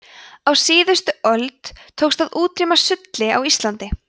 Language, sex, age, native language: Icelandic, female, 20-29, Icelandic